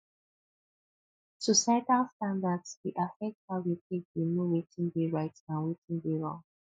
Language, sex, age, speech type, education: Nigerian Pidgin, female, 15-29, spontaneous, tertiary